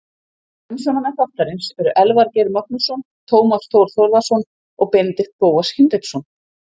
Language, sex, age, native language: Icelandic, female, 50-59, Icelandic